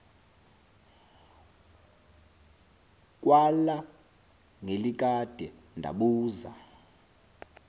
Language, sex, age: Xhosa, male, 23